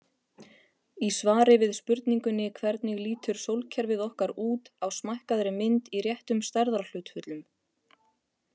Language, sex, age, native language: Icelandic, female, 30-39, Icelandic